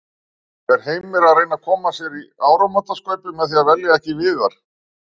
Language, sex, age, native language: Icelandic, male, 60-69, Icelandic